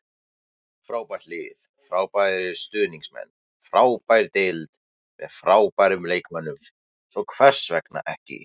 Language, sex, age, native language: Icelandic, male, 18-19, Icelandic